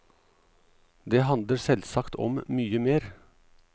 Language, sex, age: Norwegian, male, 38